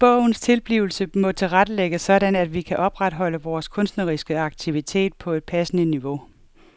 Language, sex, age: Danish, female, 47